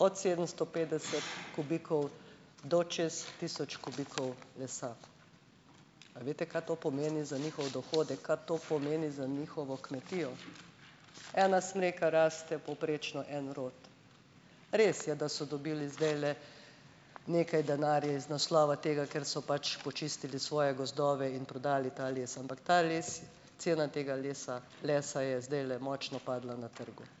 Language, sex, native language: Slovenian, female, Slovenian